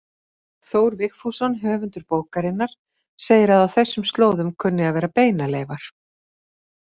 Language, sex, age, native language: Icelandic, female, 50-59, Icelandic